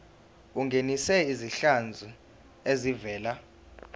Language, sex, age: Zulu, male, 19